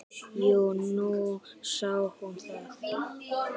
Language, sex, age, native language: Icelandic, female, 60-69, Icelandic